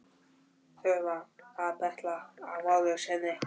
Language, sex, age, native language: Icelandic, male, 12, Icelandic